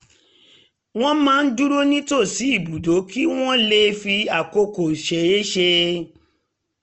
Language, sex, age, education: Yoruba, female, 30-45, tertiary